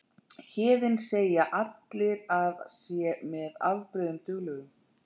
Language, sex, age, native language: Icelandic, female, 40-49, Icelandic